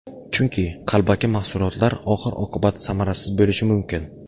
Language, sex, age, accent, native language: Uzbek, male, 18-24, Navoiy, Uzbek